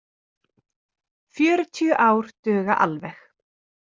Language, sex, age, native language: Icelandic, female, 30-39, Icelandic